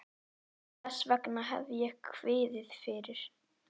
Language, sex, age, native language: Icelandic, male, 11, Icelandic